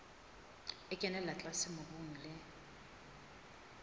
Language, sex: Southern Sotho, female